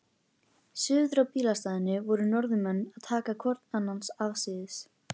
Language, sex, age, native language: Icelandic, female, 11, Icelandic